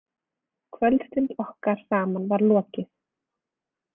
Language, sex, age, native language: Icelandic, female, 20-29, Icelandic